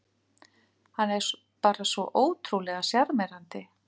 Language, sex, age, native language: Icelandic, female, 50-59, Icelandic